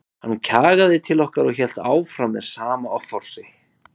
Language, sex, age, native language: Icelandic, male, 20-29, Icelandic